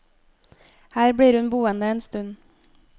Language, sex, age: Norwegian, female, 25